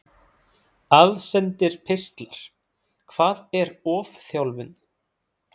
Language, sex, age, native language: Icelandic, male, 30-39, Icelandic